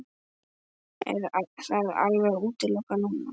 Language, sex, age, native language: Icelandic, male, 10, Icelandic